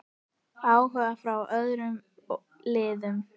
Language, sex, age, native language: Icelandic, female, 10, Icelandic